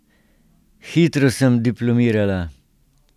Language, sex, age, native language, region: Slovenian, male, 60+, Slovenian, Central Slovenia